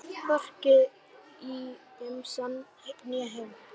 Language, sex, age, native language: Icelandic, female, 10, Icelandic